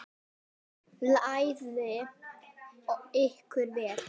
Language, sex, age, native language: Icelandic, female, 10, Icelandic